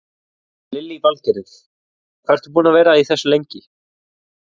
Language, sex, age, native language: Icelandic, male, 20-29, Icelandic